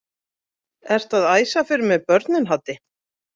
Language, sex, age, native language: Icelandic, female, 40-49, Icelandic